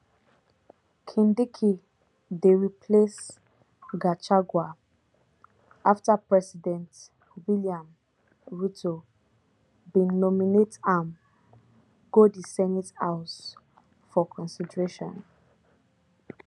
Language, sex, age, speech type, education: Nigerian Pidgin, female, 15-29, spontaneous, tertiary